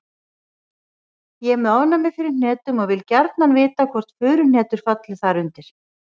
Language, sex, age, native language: Icelandic, female, 40-49, Icelandic